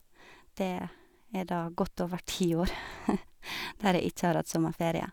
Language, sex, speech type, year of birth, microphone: Norwegian, female, spontaneous, 1985, Sennheiser